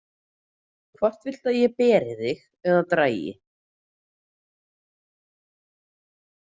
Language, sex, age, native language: Icelandic, female, 30-39, Icelandic